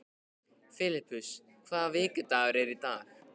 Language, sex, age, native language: Icelandic, male, 15, Icelandic